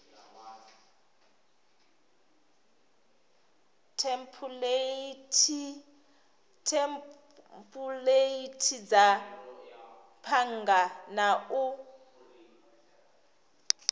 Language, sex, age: Venda, female, 26